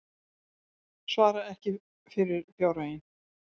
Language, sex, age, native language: Icelandic, female, 60-69, Icelandic